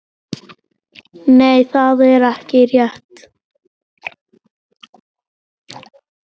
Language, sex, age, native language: Icelandic, male, 9, Icelandic